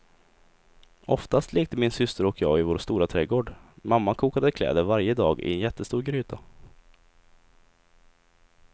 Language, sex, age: Swedish, male, 20